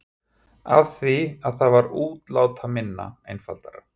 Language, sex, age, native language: Icelandic, male, 50-59, Icelandic